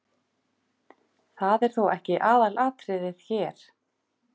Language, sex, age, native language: Icelandic, female, 50-59, Icelandic